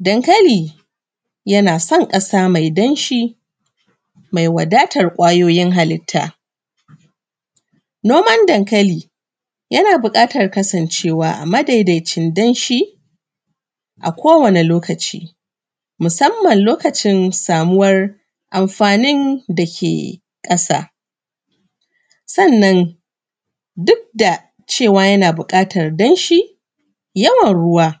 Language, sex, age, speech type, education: Hausa, female, 30-45, spontaneous, primary